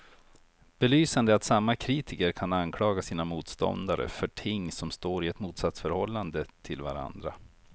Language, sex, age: Swedish, male, 43